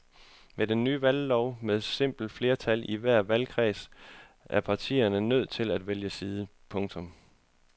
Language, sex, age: Danish, male, 31